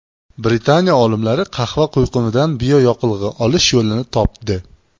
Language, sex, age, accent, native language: Uzbek, male, 25-34, Jizzax, Uzbek